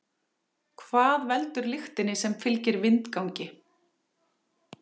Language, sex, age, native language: Icelandic, female, 40-49, Icelandic